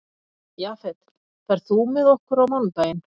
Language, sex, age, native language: Icelandic, female, 50-59, Icelandic